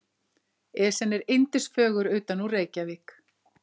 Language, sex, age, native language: Icelandic, female, 50-59, Icelandic